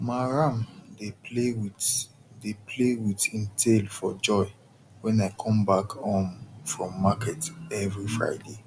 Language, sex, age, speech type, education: Nigerian Pidgin, male, 30-45, spontaneous, tertiary